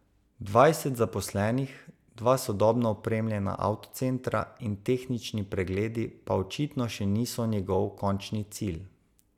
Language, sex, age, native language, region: Slovenian, male, 30-49, Slovenian, Savinja region